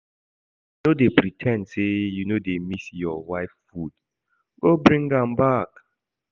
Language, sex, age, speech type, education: Nigerian Pidgin, male, 15-29, read, secondary